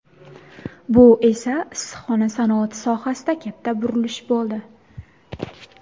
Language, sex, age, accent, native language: Uzbek, female, under 19, Samarqand, Uzbek